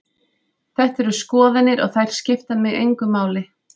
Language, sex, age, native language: Icelandic, female, 30-39, Icelandic